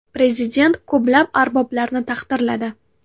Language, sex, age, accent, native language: Uzbek, female, 12-17, Navoiy, Uzbek